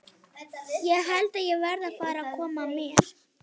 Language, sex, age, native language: Icelandic, female, 12, Icelandic